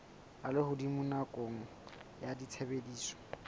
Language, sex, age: Southern Sotho, male, 20